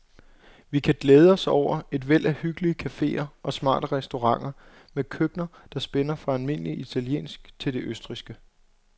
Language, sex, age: Danish, male, 26